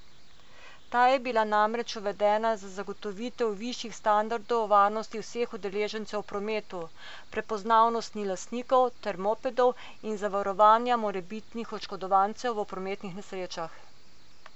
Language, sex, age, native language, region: Slovenian, female, 50-59, Slovenian, Coastal Karst region